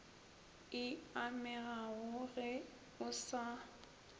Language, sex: Northern Sotho, female